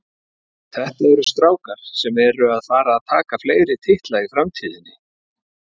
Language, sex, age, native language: Icelandic, male, 40-49, Icelandic